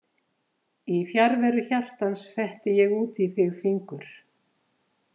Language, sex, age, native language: Icelandic, female, 50-59, Icelandic